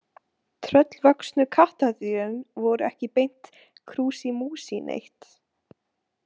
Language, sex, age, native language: Icelandic, female, 18-19, Icelandic